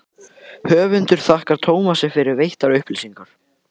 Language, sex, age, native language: Icelandic, male, 18-19, Icelandic